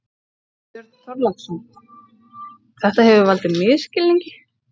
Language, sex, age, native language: Icelandic, female, 30-39, Icelandic